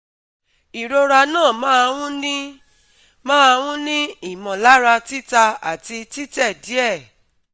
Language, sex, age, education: Yoruba, female, 30-45, tertiary